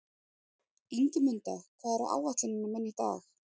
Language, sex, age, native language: Icelandic, female, 30-39, Icelandic